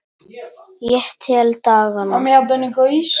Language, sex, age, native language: Icelandic, male, 9, Polish